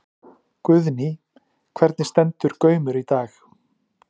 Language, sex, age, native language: Icelandic, male, 40-49, Icelandic